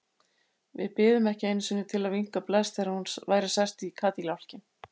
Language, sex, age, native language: Icelandic, female, 80-89, Icelandic